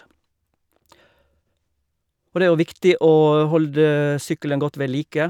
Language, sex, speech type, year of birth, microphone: Norwegian, male, spontaneous, 1956, Shure